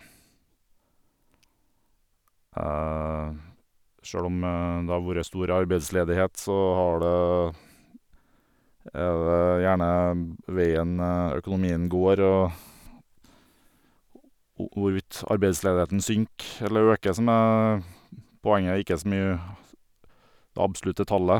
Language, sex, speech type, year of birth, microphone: Norwegian, male, spontaneous, 1978, Sennheiser